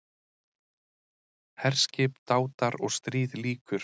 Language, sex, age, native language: Icelandic, male, 30-39, Icelandic